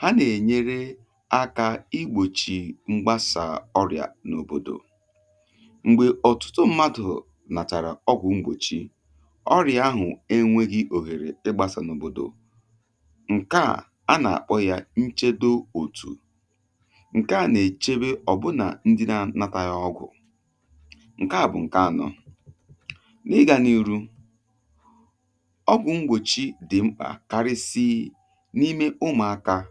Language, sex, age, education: Igbo, male, 30-45, tertiary